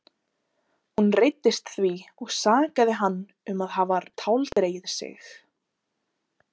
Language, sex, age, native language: Icelandic, other, 20-29, Icelandic